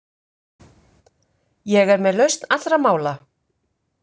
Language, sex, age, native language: Icelandic, female, 50-59, Icelandic